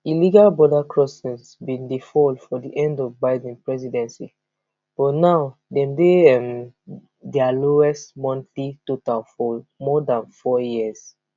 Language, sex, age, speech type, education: Nigerian Pidgin, female, 15-29, spontaneous, tertiary